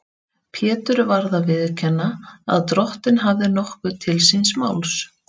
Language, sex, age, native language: Icelandic, female, 30-39, Icelandic